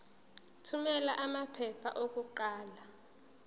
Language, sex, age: Zulu, female, 19